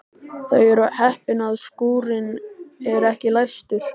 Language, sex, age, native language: Icelandic, male, 13, Icelandic